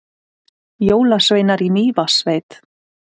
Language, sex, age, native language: Icelandic, female, 30-39, Icelandic